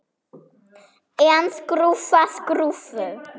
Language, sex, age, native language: Icelandic, female, 7, German